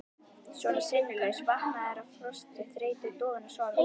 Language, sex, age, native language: Icelandic, female, 11, Icelandic